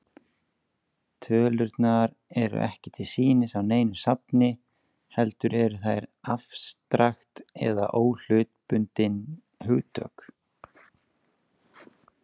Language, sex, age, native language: Icelandic, male, 20-29, Icelandic